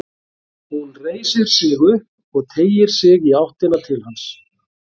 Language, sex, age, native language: Icelandic, male, 40-49, Icelandic